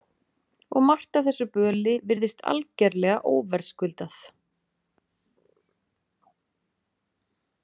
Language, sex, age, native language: Icelandic, female, 30-39, Icelandic